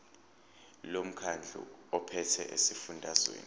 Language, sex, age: Zulu, male, 29